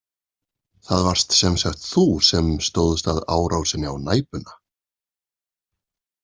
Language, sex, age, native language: Icelandic, male, 40-49, Icelandic